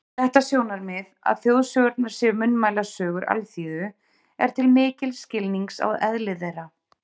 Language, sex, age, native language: Icelandic, female, 30-39, Icelandic